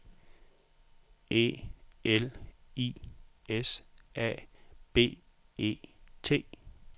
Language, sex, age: Danish, male, 44